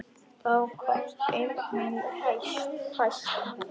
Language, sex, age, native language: Icelandic, male, 10, Icelandic